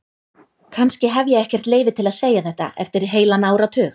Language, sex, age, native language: Icelandic, female, 30-39, Icelandic